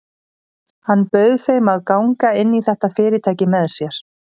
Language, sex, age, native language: Icelandic, female, 30-39, Icelandic